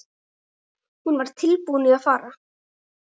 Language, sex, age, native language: Icelandic, male, 9, Icelandic